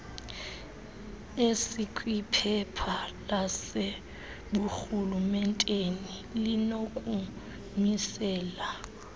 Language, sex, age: Xhosa, female, 20